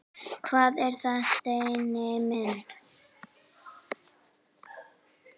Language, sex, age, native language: Icelandic, female, 8, Icelandic